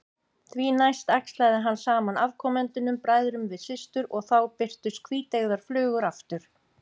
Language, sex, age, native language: Icelandic, female, 50-59, Icelandic